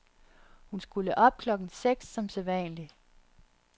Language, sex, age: Danish, female, 30